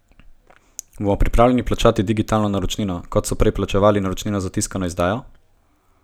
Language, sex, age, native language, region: Slovenian, male, 18-29, Slovenian, Gorenjska region